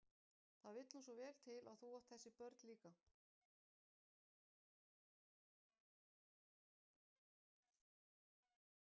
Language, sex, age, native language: Icelandic, female, 50-59, Icelandic